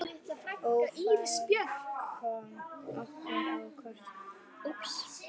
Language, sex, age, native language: Icelandic, female, 9, Icelandic